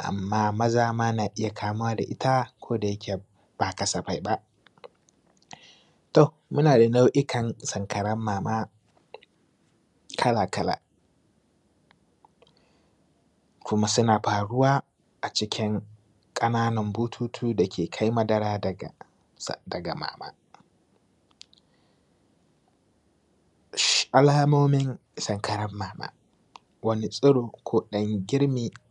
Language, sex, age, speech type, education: Hausa, male, 15-29, spontaneous, primary